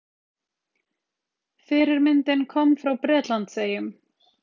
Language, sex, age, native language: Icelandic, female, 30-39, Icelandic